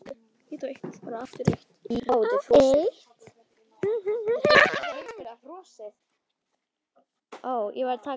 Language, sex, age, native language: Icelandic, male, 10, Icelandic